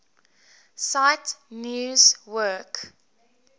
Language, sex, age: English, female, 18